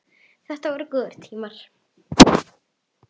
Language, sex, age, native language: Icelandic, female, 10, Icelandic